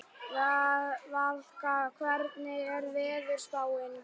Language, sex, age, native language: Icelandic, male, 11, Icelandic